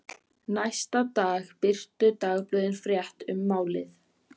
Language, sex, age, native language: Icelandic, female, 14, Icelandic